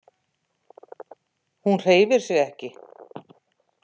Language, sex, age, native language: Icelandic, female, 50-59, Icelandic